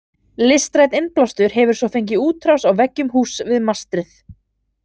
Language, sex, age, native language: Icelandic, female, 30-39, Icelandic